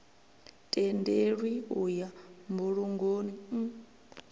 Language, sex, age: Venda, female, 23